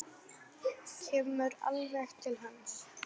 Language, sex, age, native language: Icelandic, female, 10, Icelandic